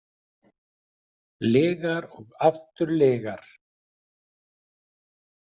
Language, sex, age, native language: Icelandic, male, 40-49, Icelandic